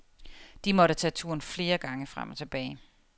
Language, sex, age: Danish, female, 30